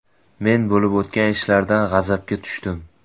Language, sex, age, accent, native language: Uzbek, male, 18-24, Toshkent viloyati, Uzbek